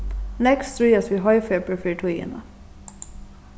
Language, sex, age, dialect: Faroese, female, 36-60, Suðurstreymoy